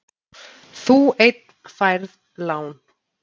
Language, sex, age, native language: Icelandic, female, 30-39, Icelandic